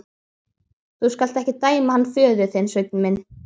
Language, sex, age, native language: Icelandic, female, 12, Icelandic